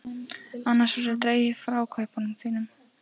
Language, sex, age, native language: Icelandic, female, 14, Icelandic